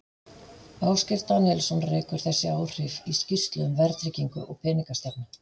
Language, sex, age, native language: Icelandic, female, 50-59, Icelandic